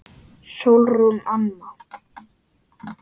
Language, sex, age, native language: Icelandic, male, 8, Icelandic